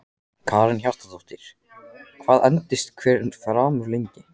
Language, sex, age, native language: Icelandic, male, 14, Icelandic